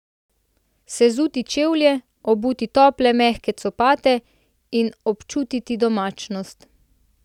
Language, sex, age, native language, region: Slovenian, female, 18-29, Slovenian, Central Slovenia